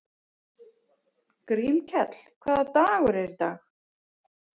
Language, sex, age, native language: Icelandic, female, 40-49, Icelandic